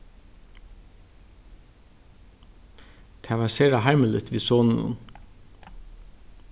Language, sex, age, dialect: Faroese, male, 36-60, Norðurstreymoy/Eysturoy